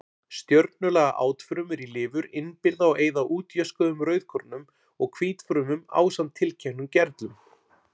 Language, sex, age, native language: Icelandic, male, 40-49, Icelandic